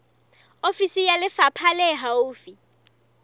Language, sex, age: Southern Sotho, female, 25